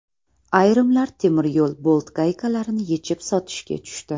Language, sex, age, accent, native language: Uzbek, female, 18-24, Toshkent viloyati, Uzbek